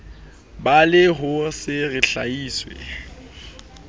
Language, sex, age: Southern Sotho, male, 25